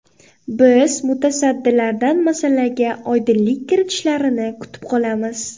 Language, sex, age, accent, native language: Uzbek, female, 18-24, Qoraqalpog'iston, Uzbek